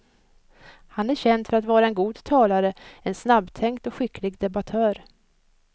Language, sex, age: Swedish, female, 56